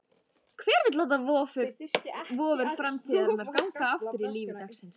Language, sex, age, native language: Icelandic, female, 13, Icelandic